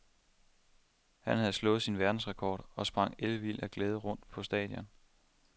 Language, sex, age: Danish, male, 27